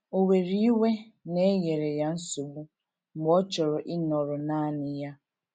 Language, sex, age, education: Igbo, female, 15-29, tertiary